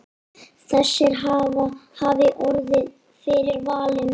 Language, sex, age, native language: Icelandic, female, 30-39, Icelandic